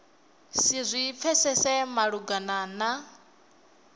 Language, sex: Venda, female